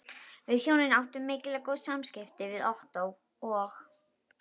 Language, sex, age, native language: Icelandic, female, 12, Icelandic